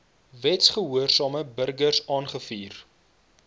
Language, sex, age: Afrikaans, male, 22